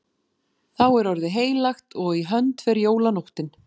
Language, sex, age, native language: Icelandic, female, 40-49, Icelandic